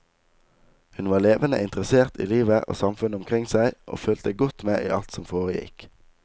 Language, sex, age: Norwegian, male, 19